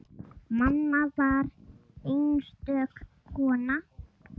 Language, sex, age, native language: Icelandic, female, 10, Icelandic